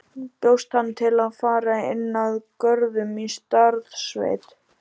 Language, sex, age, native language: Icelandic, male, 12, Icelandic